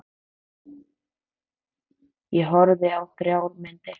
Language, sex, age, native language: Icelandic, male, 11, Icelandic